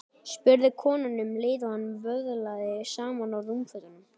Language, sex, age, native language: Icelandic, male, 12, Icelandic